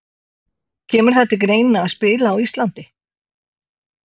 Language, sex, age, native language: Icelandic, female, 60-69, Icelandic